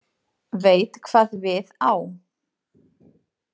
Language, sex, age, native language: Icelandic, female, 40-49, Icelandic